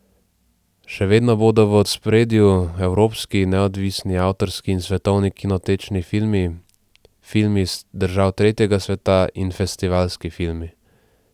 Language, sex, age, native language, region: Slovenian, male, 18-29, Slovenian, Central Slovenia